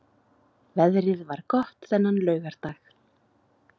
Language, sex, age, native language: Icelandic, female, 30-39, Icelandic